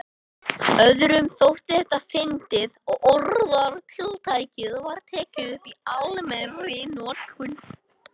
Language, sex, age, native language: Icelandic, male, 18-19, Icelandic